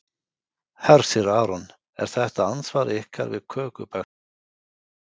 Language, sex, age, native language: Icelandic, male, 50-59, Icelandic